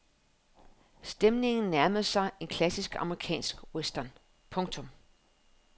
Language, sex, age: Danish, female, 31